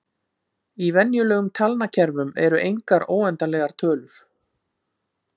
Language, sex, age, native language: Icelandic, female, 50-59, Icelandic